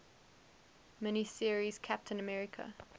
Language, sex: English, female